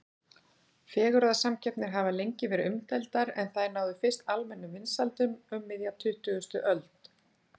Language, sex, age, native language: Icelandic, female, 40-49, Icelandic